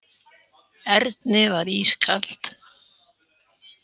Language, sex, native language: Icelandic, female, Icelandic